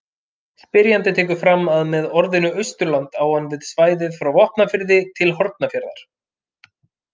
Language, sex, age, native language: Icelandic, male, 30-39, Icelandic